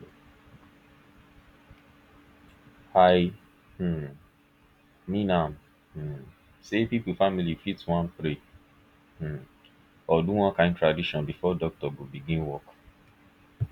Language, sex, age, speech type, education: Nigerian Pidgin, male, 15-29, spontaneous, tertiary